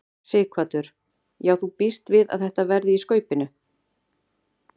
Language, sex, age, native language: Icelandic, female, 30-39, Icelandic